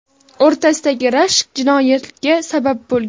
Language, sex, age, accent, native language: Uzbek, female, 18-24, Farg'ona, Uzbek